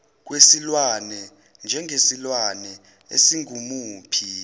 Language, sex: Zulu, male